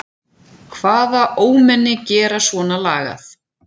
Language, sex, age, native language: Icelandic, female, 7, Icelandic